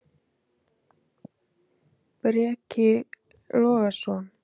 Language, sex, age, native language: Icelandic, female, 30-39, Icelandic